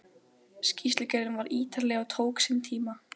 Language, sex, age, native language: Icelandic, female, 12, Icelandic